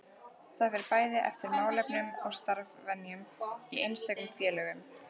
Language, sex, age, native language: Icelandic, female, 14, Icelandic